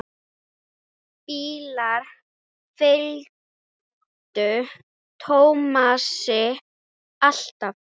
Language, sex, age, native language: Icelandic, female, 8, Icelandic